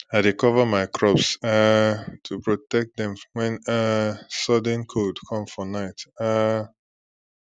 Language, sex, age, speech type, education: Nigerian Pidgin, male, 15-29, spontaneous, tertiary